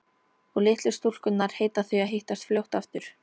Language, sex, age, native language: Icelandic, female, 13, Icelandic